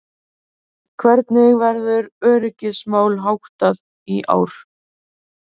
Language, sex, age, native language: Icelandic, female, 30-39, Icelandic